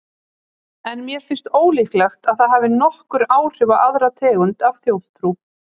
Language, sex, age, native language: Icelandic, female, 30-39, Icelandic